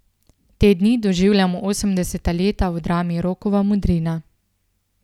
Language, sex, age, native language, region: Slovenian, female, 18-29, Slovenian, Central Slovenia